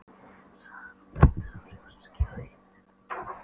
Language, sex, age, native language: Icelandic, female, 12, Polish